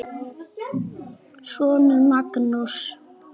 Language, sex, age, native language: Icelandic, female, 9, Icelandic